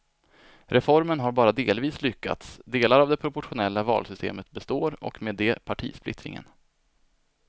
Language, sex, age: Swedish, male, 25